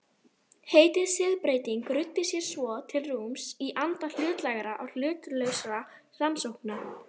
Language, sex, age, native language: Icelandic, female, 30-39, Icelandic